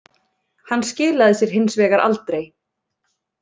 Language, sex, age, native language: Icelandic, female, 30-39, Icelandic